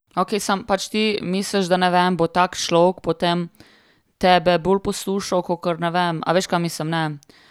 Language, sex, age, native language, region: Slovenian, female, 30-49, Slovenian, Primorsko-notranjska region